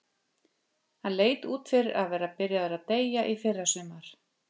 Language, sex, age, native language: Icelandic, female, 50-59, Icelandic